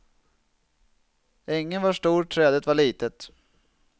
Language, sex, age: Swedish, male, 27